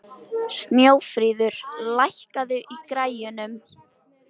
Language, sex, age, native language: Icelandic, female, 13, Icelandic